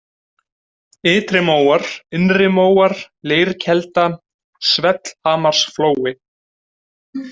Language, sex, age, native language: Icelandic, male, 20-29, Icelandic